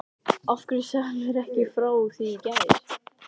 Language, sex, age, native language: Icelandic, male, 13, Icelandic